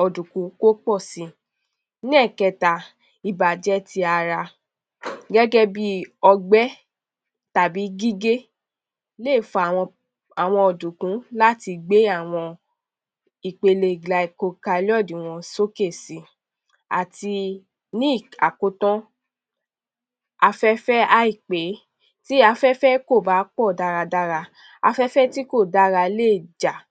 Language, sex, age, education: Yoruba, female, 15-29, tertiary